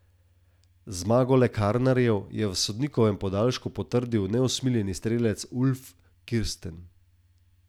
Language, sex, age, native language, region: Slovenian, male, 30-49, Slovenian, Southeast Slovenia